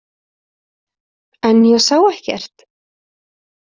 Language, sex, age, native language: Icelandic, female, 30-39, Icelandic